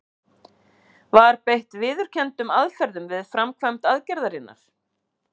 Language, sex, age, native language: Icelandic, female, 50-59, Icelandic